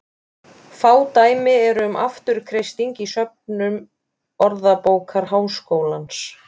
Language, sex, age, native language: Icelandic, female, 20-29, Icelandic